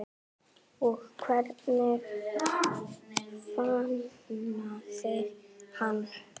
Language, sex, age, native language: Icelandic, female, 7, Icelandic